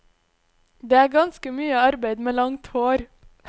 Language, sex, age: Norwegian, female, 26